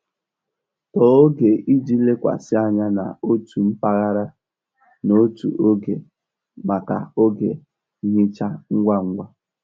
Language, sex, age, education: Igbo, male, 15-29, tertiary